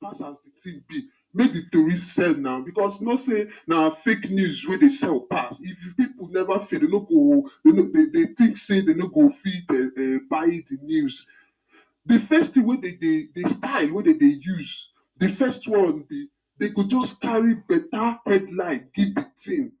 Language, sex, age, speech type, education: Nigerian Pidgin, male, 46-60, spontaneous, tertiary